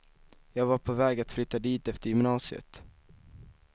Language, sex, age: Swedish, male, 19